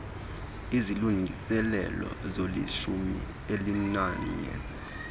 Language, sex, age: Xhosa, male, 26